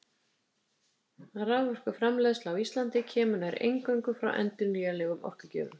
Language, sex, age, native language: Icelandic, female, 50-59, Icelandic